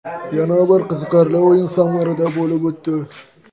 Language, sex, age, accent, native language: Uzbek, male, 18-24, Toshkent viloyati, Uzbek